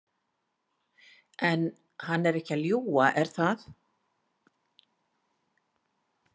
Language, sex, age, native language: Icelandic, female, 50-59, Icelandic